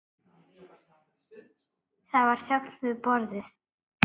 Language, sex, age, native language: Icelandic, female, 7, Icelandic